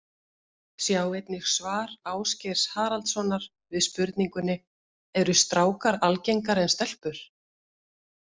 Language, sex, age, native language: Icelandic, female, 50-59, Icelandic